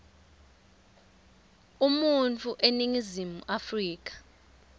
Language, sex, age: Swati, female, 24